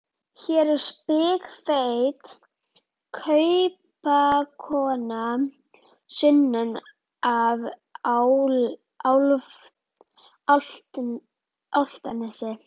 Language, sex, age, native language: Icelandic, female, 11, Icelandic